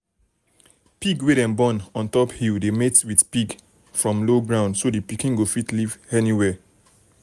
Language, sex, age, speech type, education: Nigerian Pidgin, male, 30-45, spontaneous, tertiary